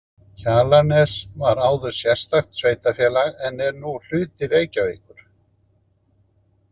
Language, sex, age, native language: Icelandic, male, 50-59, Icelandic